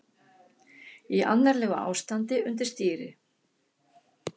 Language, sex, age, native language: Icelandic, female, 60-69, Icelandic